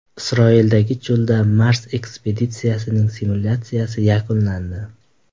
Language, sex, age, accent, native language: Uzbek, male, 19-29, Qashqadaryo, Uzbek